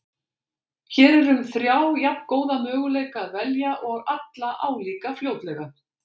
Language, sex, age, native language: Icelandic, female, 60-69, Icelandic